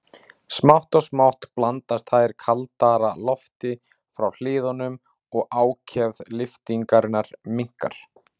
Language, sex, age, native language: Icelandic, male, 40-49, Icelandic